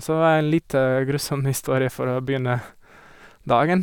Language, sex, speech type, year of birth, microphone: Norwegian, male, spontaneous, 1978, Sennheiser